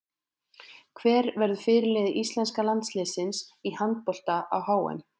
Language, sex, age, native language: Icelandic, female, 20-29, Icelandic